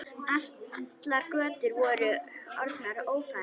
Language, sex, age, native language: Icelandic, female, 10, Icelandic